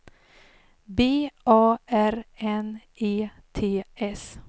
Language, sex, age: Swedish, female, 39